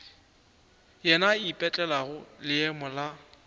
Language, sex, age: Northern Sotho, male, 24